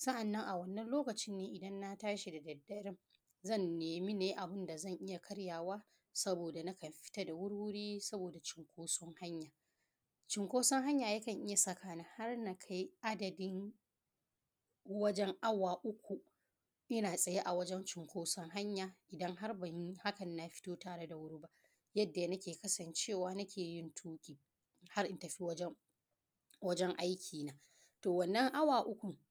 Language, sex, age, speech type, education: Hausa, female, 30-45, spontaneous, primary